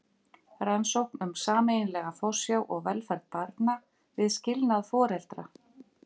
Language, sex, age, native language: Icelandic, female, 50-59, Icelandic